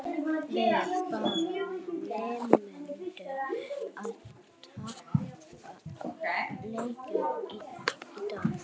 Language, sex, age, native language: Icelandic, female, 40-49, Icelandic